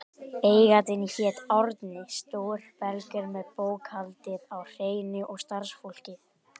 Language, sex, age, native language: Icelandic, male, 18-19, Icelandic